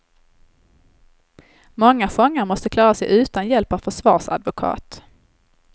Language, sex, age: Swedish, female, 21